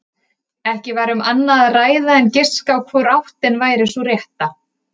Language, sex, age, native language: Icelandic, female, 30-39, Icelandic